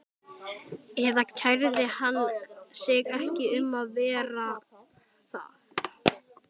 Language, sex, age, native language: Icelandic, male, 12, Icelandic